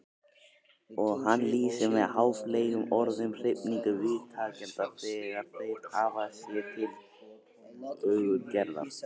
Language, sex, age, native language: Icelandic, male, 18-19, Icelandic